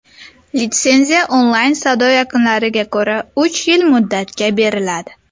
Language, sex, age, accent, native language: Uzbek, female, under 19, Sirdaryo, Uzbek